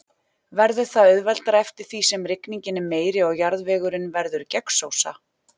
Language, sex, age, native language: Icelandic, female, 40-49, Icelandic